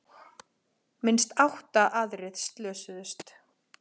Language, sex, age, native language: Icelandic, female, 40-49, Icelandic